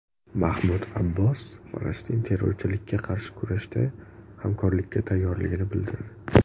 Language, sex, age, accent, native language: Uzbek, male, 19-29, Sirdaryo, Uzbek